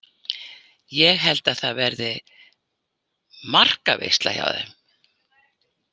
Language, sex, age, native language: Icelandic, female, 80-89, Icelandic